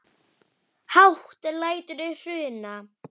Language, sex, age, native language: Icelandic, female, 8, Icelandic